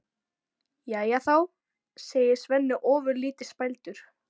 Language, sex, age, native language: Icelandic, female, 12, Icelandic